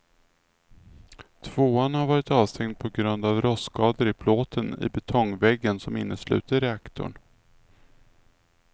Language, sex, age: Swedish, male, 46